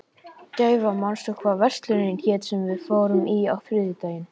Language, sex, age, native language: Icelandic, male, 11, Icelandic